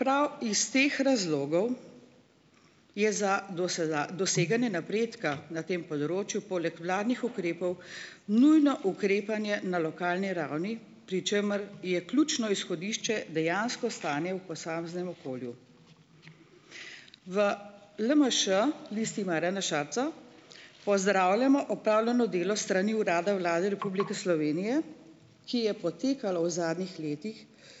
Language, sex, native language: Slovenian, female, Slovenian